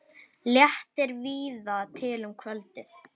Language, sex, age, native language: Icelandic, female, 21, Icelandic